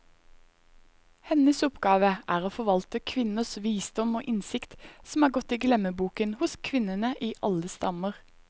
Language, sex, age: Norwegian, female, 21